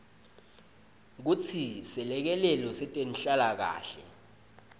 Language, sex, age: Swati, male, 20